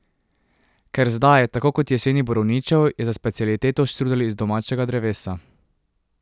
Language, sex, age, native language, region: Slovenian, male, 18-29, Slovenian, Drava region